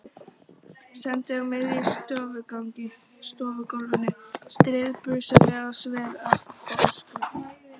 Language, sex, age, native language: Icelandic, female, 13, Icelandic